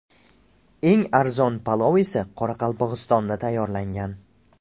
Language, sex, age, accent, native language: Uzbek, male, 18-24, Namangan, Uzbek